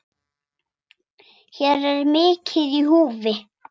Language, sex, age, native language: Icelandic, female, 6, Icelandic